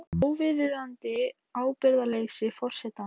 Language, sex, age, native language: Icelandic, female, 18-19, Icelandic